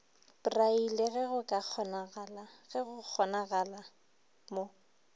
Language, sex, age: Northern Sotho, female, 23